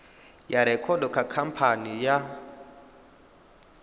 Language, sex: Venda, male